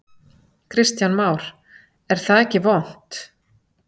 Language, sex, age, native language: Icelandic, female, 40-49, Icelandic